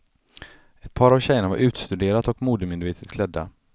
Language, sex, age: Swedish, male, 35